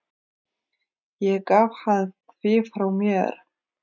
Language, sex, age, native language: Icelandic, female, 30-39, Icelandic